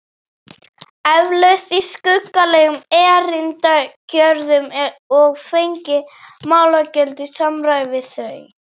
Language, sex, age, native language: Icelandic, male, 40-49, Icelandic